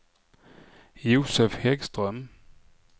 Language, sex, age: Swedish, male, 44